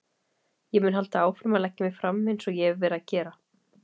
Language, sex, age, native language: Icelandic, female, 30-39, Icelandic